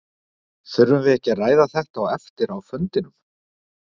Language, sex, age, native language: Icelandic, male, 50-59, Icelandic